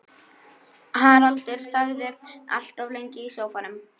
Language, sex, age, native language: Icelandic, male, 11, Icelandic